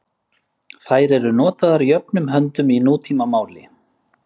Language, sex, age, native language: Icelandic, male, 30-39, Icelandic